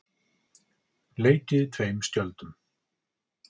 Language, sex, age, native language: Icelandic, male, 40-49, Icelandic